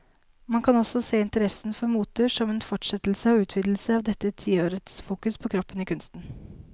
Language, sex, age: Norwegian, female, 19